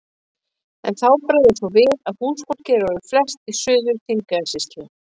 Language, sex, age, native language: Icelandic, female, 50-59, Icelandic